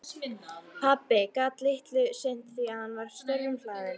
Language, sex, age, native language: Icelandic, female, 13, Icelandic